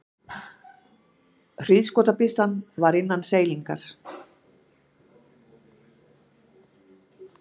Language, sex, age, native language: Icelandic, female, 60-69, Icelandic